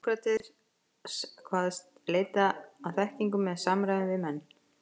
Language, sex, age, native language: Icelandic, female, 50-59, Icelandic